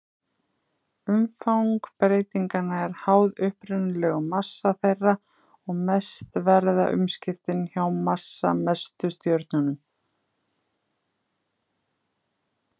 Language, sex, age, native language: Icelandic, female, 30-39, Icelandic